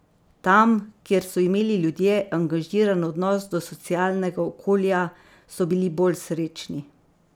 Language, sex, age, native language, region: Slovenian, female, 50-59, Slovenian, Savinja region